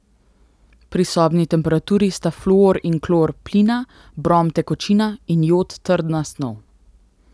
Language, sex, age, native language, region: Slovenian, female, 18-29, Slovenian, Central Slovenia